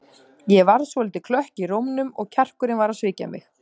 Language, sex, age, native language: Icelandic, female, 30-39, Icelandic